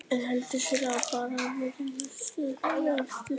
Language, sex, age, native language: Icelandic, female, 50-59, Icelandic